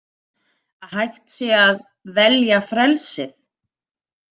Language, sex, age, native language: Icelandic, female, 30-39, Icelandic